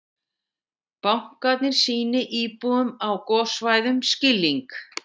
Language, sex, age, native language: Icelandic, female, 60-69, Icelandic